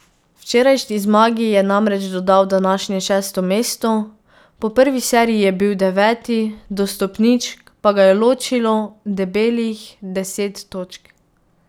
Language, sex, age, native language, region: Slovenian, female, 18-29, Slovenian, Pomurje region